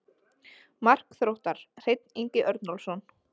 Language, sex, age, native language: Icelandic, female, 20-29, Icelandic